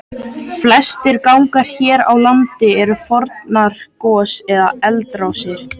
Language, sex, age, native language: Icelandic, male, 13, Icelandic